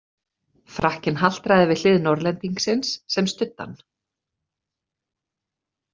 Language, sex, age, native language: Icelandic, female, 30-39, Icelandic